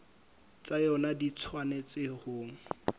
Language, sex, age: Southern Sotho, male, 25